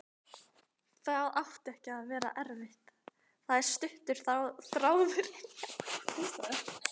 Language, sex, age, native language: Icelandic, female, 18-19, Icelandic